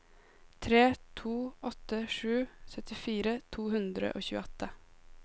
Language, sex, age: Norwegian, female, 18